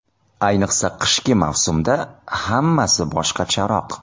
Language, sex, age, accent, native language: Uzbek, male, 30-39, Toshkent shahri, Uzbek